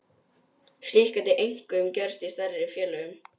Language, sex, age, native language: Icelandic, male, 12, Icelandic